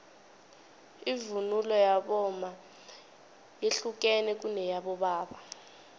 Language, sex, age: South Ndebele, female, 21